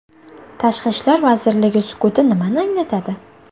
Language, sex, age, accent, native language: Uzbek, female, 18-24, Toshkent shahri, Uzbek